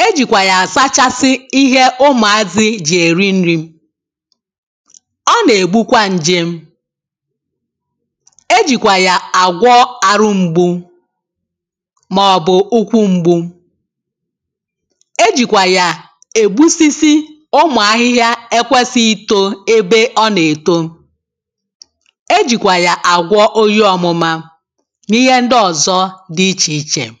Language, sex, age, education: Igbo, female, 15-29, tertiary